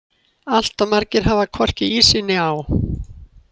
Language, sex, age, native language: Icelandic, female, 80-89, Icelandic